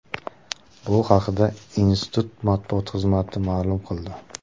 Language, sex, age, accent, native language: Uzbek, male, 18-24, Surxondaryo, Uzbek